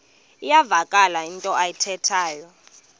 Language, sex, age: Xhosa, female, 22